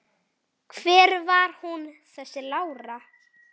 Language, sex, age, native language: Icelandic, female, 9, Icelandic